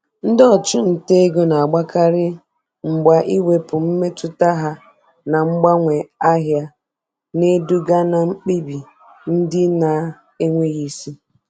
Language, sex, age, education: Igbo, female, 30-45, tertiary